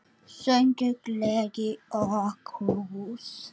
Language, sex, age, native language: Icelandic, female, 8, Icelandic